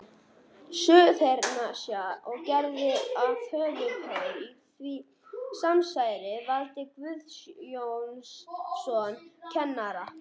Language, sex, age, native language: Icelandic, male, 18-19, Icelandic